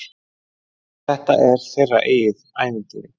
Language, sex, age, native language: Icelandic, male, 20-29, Icelandic